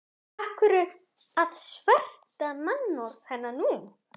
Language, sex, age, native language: Icelandic, female, 11, Icelandic